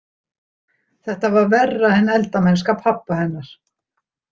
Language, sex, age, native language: Icelandic, female, 60-69, Icelandic